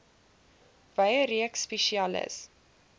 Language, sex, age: Afrikaans, female, 20